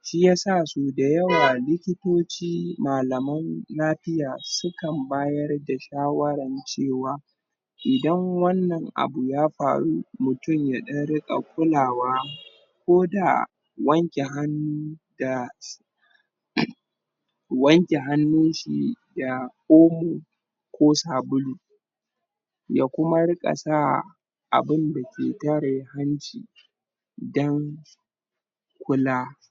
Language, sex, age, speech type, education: Hausa, male, 30-45, spontaneous, tertiary